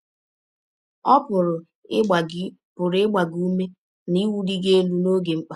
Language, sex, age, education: Igbo, female, 15-29, tertiary